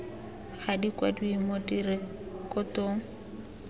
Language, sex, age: Tswana, female, 19